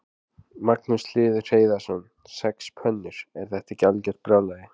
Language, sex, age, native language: Icelandic, male, 20-29, Icelandic